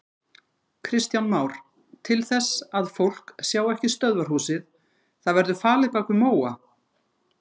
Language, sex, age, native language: Icelandic, female, 50-59, Icelandic